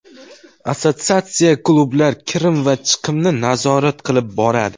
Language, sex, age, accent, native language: Uzbek, male, under 19, Navoiy, Uzbek